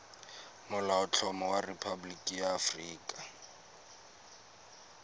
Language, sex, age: Tswana, male, 22